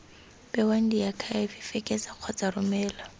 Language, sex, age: Tswana, female, 18